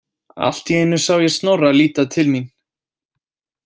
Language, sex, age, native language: Icelandic, male, 18-19, Icelandic